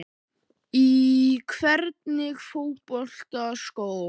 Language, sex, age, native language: Icelandic, male, 11, Icelandic